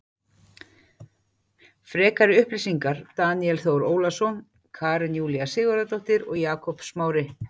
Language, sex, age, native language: Icelandic, female, 40-49, Icelandic